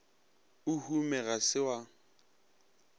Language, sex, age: Northern Sotho, male, 22